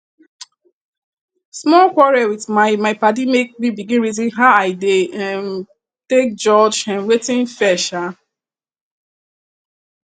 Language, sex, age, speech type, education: Nigerian Pidgin, female, 15-29, spontaneous, tertiary